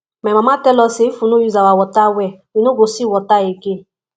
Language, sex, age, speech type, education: Nigerian Pidgin, female, 15-29, spontaneous, tertiary